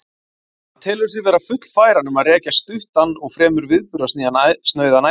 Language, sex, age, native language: Icelandic, male, 40-49, Icelandic